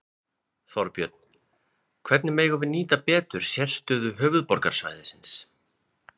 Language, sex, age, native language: Icelandic, male, 20-29, Icelandic